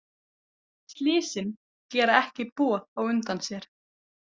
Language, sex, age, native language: Icelandic, female, 18-19, Icelandic